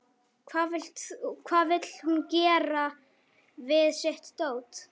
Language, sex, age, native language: Icelandic, male, 11, Icelandic